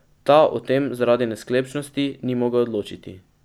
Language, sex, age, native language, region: Slovenian, male, 12-17, Slovenian, Pomurje region